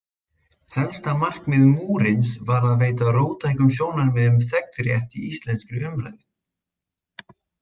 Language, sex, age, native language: Icelandic, male, 20-29, Icelandic